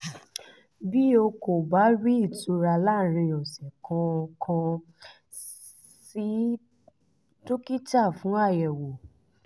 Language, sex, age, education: Yoruba, female, 30-45, tertiary